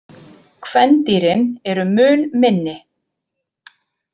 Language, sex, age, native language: Icelandic, female, 50-59, Icelandic